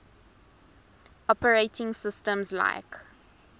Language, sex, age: English, female, 19